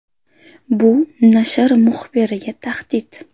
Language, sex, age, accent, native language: Uzbek, female, 18-24, Sirdaryo, Uzbek